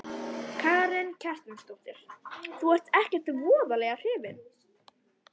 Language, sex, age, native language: Icelandic, female, 11, Icelandic